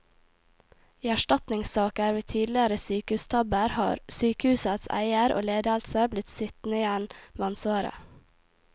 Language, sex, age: Norwegian, female, 18